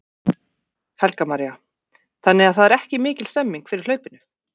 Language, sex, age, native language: Icelandic, female, 40-49, Icelandic